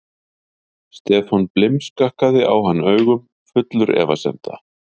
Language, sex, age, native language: Icelandic, male, 50-59, Icelandic